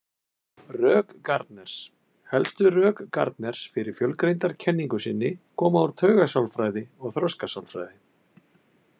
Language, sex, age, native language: Icelandic, male, 50-59, Icelandic